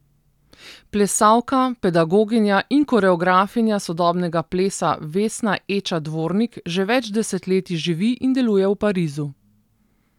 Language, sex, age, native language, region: Slovenian, female, 30-49, Slovenian, Southeast Slovenia